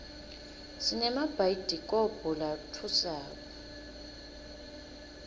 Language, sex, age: Swati, female, 22